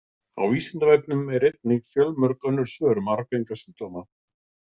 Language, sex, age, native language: Icelandic, male, 40-49, Icelandic